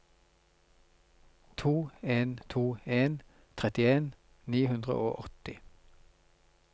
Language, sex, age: Norwegian, male, 42